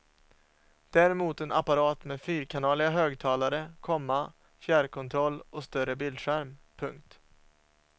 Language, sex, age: Swedish, male, 27